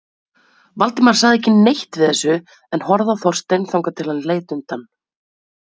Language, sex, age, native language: Icelandic, female, 30-39, Icelandic